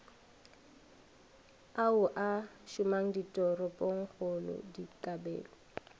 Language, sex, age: Northern Sotho, female, 21